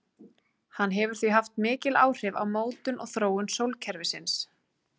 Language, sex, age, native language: Icelandic, female, 30-39, Icelandic